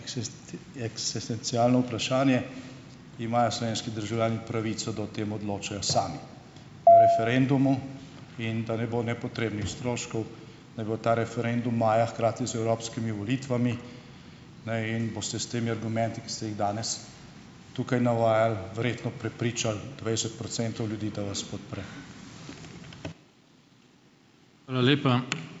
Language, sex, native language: Slovenian, male, Slovenian